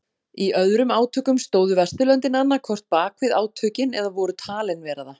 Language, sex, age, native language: Icelandic, female, 40-49, Icelandic